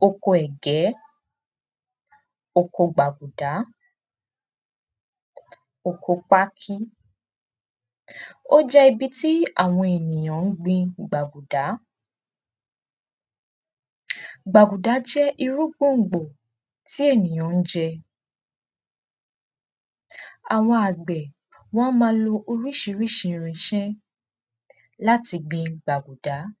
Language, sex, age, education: Yoruba, female, 15-29, secondary